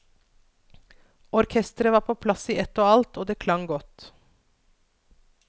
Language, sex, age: Norwegian, female, 42